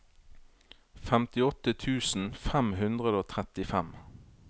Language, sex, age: Norwegian, male, 31